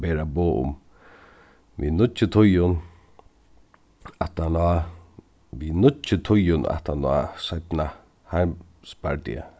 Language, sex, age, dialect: Faroese, male, 36-60, Suðuroy